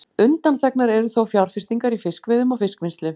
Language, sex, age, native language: Icelandic, female, 40-49, Icelandic